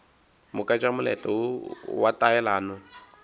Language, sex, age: Northern Sotho, male, 22